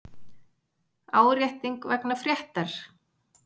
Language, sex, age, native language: Icelandic, female, 40-49, Icelandic